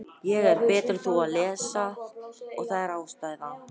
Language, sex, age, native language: Icelandic, female, 18-19, Icelandic